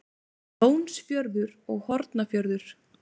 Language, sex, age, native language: Icelandic, female, 20-29, Icelandic